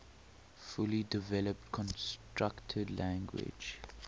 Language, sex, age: English, male, 18